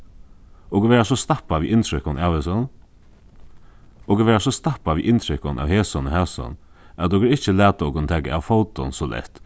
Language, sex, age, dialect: Faroese, male, 15-35, Suðuroy